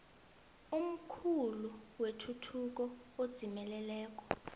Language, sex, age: South Ndebele, female, 22